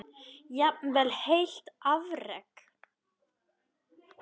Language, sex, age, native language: Icelandic, female, 10, Icelandic